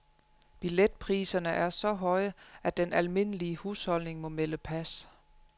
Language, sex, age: Danish, female, 35